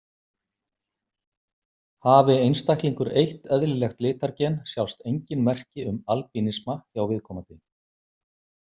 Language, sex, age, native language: Icelandic, male, 50-59, Icelandic